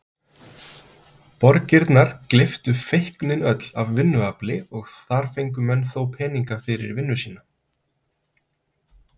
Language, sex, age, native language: Icelandic, male, 30-39, Icelandic